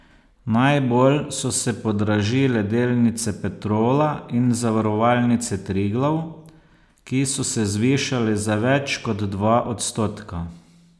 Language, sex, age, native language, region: Slovenian, male, 50-59, Slovenian, Posavska region